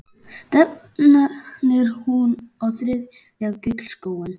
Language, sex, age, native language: Icelandic, male, 11, Icelandic